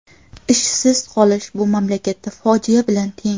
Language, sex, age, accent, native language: Uzbek, female, 18-24, Qashqadaryo, Uzbek